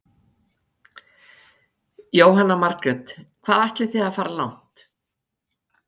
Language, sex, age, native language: Icelandic, female, 50-59, Icelandic